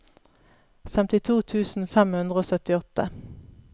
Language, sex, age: Norwegian, female, 31